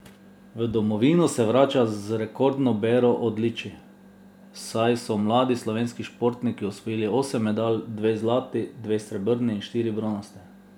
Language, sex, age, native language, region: Slovenian, male, 30-49, Slovenian, Drava region